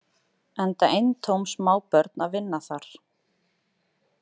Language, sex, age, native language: Icelandic, female, 30-39, Icelandic